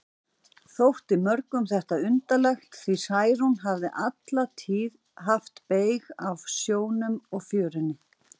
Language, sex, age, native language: Icelandic, female, 40-49, Icelandic